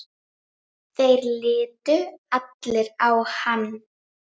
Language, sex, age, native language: Icelandic, female, 9, Icelandic